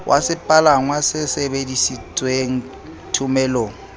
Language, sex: Southern Sotho, male